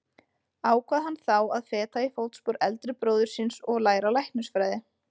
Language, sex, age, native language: Icelandic, female, 20-29, Icelandic